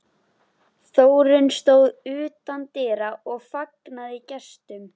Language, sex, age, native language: Icelandic, female, 11, Icelandic